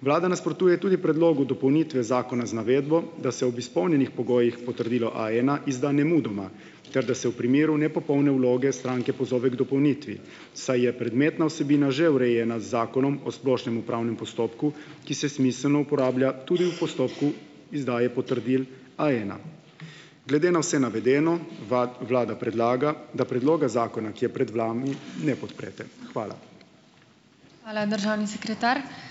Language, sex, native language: Slovenian, male, Slovenian